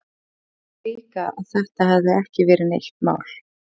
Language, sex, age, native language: Icelandic, female, 30-39, Icelandic